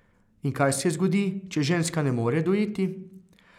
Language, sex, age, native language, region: Slovenian, male, 30-49, Slovenian, Carinthia region